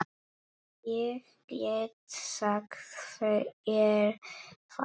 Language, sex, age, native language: Icelandic, male, 9, Polish